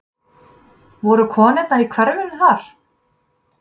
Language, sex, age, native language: Icelandic, female, 20-29, Icelandic